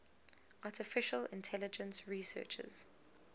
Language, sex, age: English, female, 19